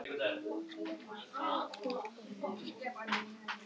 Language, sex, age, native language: Icelandic, other, 11, Icelandic